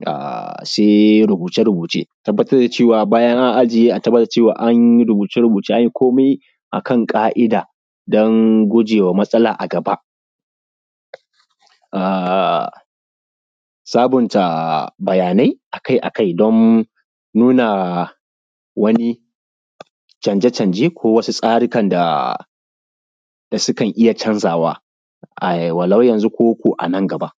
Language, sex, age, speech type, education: Hausa, male, 15-29, spontaneous, primary